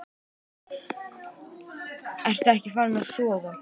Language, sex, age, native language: Icelandic, male, 10, Icelandic